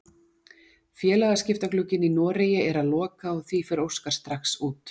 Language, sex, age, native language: Icelandic, female, 40-49, Icelandic